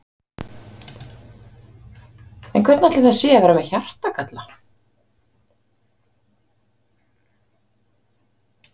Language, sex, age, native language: Icelandic, female, 50-59, Icelandic